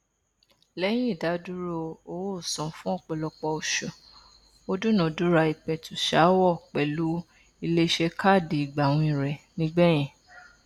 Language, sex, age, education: Yoruba, female, 15-29, tertiary